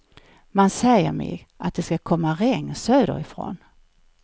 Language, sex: Swedish, female